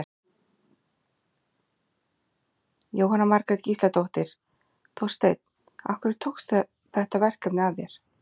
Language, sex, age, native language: Icelandic, female, 40-49, Icelandic